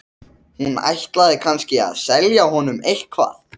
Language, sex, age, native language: Icelandic, male, 13, Icelandic